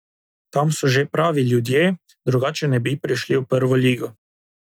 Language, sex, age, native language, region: Slovenian, male, 18-29, Slovenian, Drava region